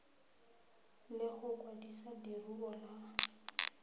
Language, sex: Tswana, female